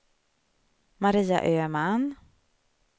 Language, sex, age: Swedish, female, 35